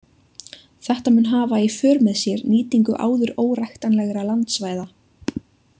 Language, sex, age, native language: Icelandic, female, 20-29, Icelandic